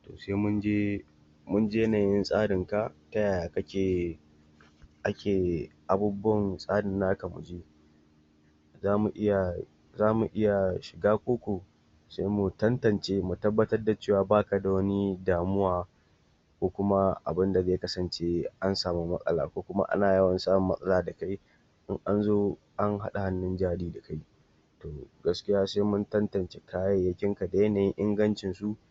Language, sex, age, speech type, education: Hausa, male, 46-60, spontaneous, tertiary